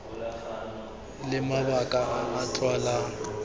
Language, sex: Tswana, male